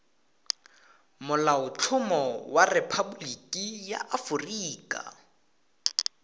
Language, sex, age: Tswana, male, 18